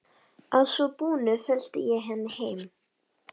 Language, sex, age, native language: Icelandic, female, 11, Icelandic